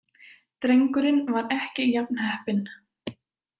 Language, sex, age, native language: Icelandic, female, 20-29, Icelandic